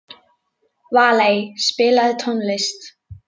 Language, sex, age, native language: Icelandic, female, 11, Icelandic